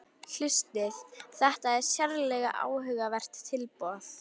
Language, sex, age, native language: Icelandic, female, 11, Icelandic